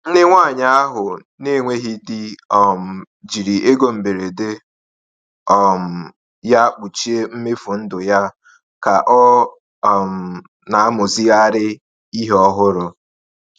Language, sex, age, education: Igbo, male, 15-29, tertiary